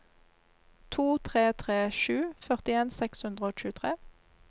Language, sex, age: Norwegian, female, 26